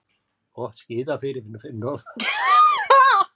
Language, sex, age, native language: Icelandic, male, 70-79, Icelandic